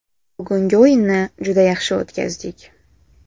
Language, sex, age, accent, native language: Uzbek, female, 18-24, Samarqand, Uzbek